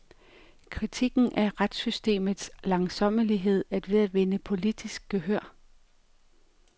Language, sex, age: Danish, female, 45